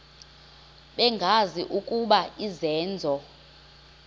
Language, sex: Xhosa, female